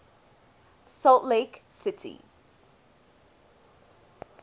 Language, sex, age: English, female, 18